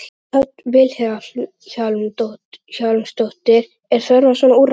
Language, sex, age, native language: Icelandic, male, 11, Icelandic